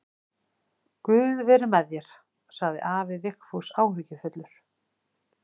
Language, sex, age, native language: Icelandic, female, 40-49, Icelandic